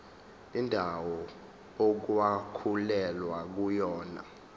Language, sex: Zulu, male